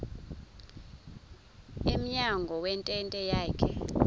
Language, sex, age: Xhosa, female, 26